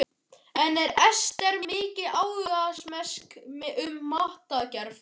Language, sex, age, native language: Icelandic, male, 12, Icelandic